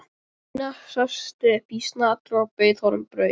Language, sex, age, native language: Icelandic, male, 12, Icelandic